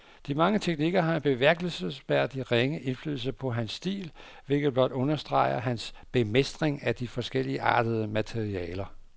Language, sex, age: Danish, male, 59